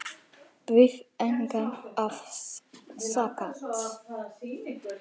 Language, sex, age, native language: Icelandic, male, 9, Icelandic